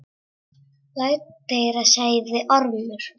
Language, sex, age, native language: Icelandic, female, 7, Czech